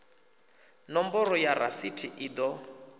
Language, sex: Venda, male